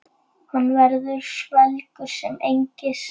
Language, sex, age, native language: Icelandic, male, 9, Icelandic